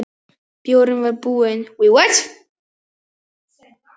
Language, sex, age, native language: Icelandic, male, 10, Polish